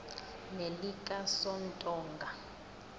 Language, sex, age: South Ndebele, female, 20